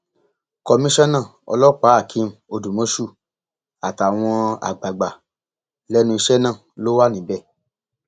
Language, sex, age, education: Yoruba, male, 30-45, tertiary